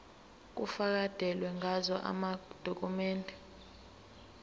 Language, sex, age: Zulu, female, 19